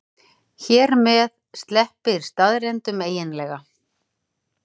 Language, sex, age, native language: Icelandic, female, 40-49, Icelandic